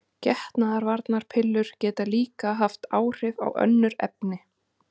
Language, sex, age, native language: Icelandic, female, 30-39, Icelandic